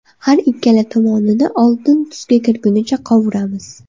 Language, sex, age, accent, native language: Uzbek, female, under 19, Andijon, Uzbek